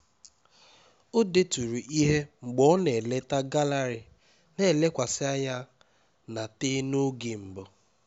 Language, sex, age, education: Igbo, male, 15-29, tertiary